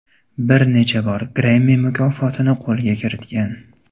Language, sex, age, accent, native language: Uzbek, male, 18-24, Farg'ona, Uzbek